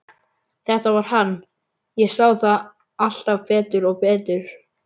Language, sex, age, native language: Icelandic, male, 11, Icelandic